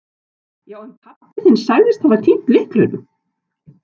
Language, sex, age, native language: Icelandic, male, 12, Icelandic